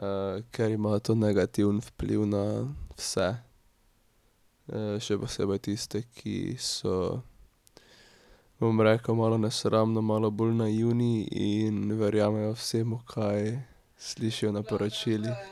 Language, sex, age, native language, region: Slovenian, male, 18-29, Slovenian, Drava region